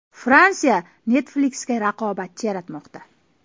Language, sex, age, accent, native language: Uzbek, female, 18-24, Toshkent viloyati, Uzbek